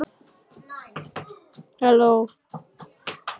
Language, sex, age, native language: Icelandic, other, 12, Icelandic